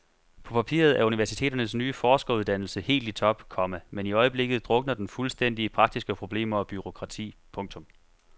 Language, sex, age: Danish, male, 25